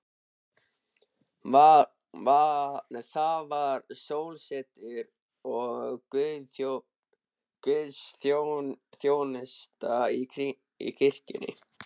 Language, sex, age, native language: Icelandic, male, 13, Icelandic